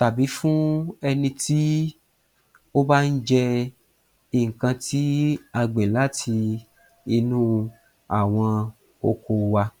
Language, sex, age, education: Yoruba, male, 30-45, tertiary